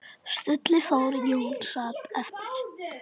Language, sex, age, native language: Icelandic, female, 8, Icelandic